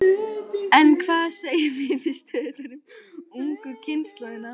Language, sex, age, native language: Icelandic, female, 12, Icelandic